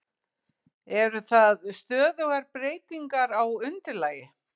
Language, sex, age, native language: Icelandic, female, 60-69, Icelandic